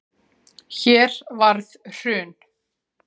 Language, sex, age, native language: Icelandic, female, 40-49, Icelandic